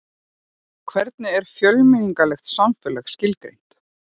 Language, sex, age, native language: Icelandic, female, 40-49, Icelandic